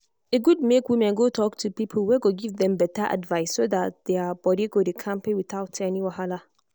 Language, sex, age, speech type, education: Nigerian Pidgin, female, 15-29, spontaneous, tertiary